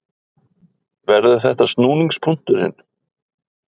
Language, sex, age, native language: Icelandic, male, 50-59, Icelandic